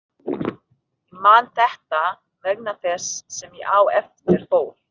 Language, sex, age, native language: Icelandic, female, 30-39, Filipino